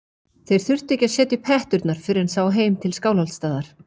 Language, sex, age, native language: Icelandic, female, 40-49, Icelandic